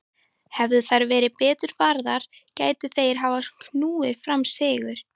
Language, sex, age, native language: Icelandic, female, 18-19, Icelandic